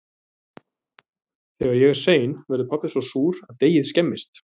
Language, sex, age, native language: Icelandic, male, 30-39, Icelandic